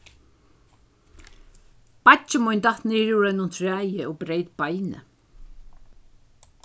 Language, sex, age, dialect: Faroese, female, 61+, Suðurstreymoy